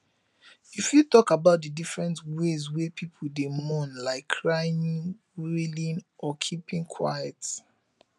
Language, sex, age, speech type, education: Nigerian Pidgin, male, 15-29, spontaneous, tertiary